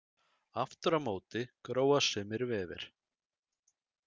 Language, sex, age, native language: Icelandic, male, 30-39, Icelandic